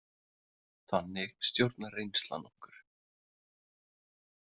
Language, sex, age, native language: Icelandic, male, 30-39, Icelandic